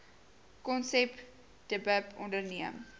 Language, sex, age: Afrikaans, female, 18